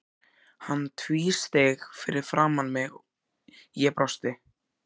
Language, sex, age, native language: Icelandic, male, 14, Icelandic